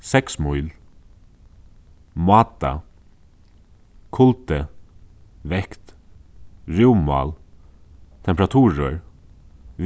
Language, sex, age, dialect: Faroese, male, 15-35, Suðuroy